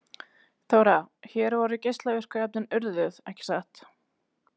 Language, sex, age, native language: Icelandic, female, 30-39, Icelandic